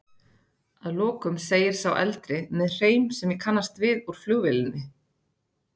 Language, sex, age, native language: Icelandic, female, 30-39, Icelandic